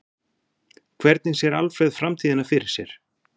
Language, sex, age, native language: Icelandic, male, 40-49, Icelandic